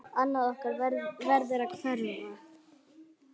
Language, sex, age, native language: Icelandic, male, 9, Icelandic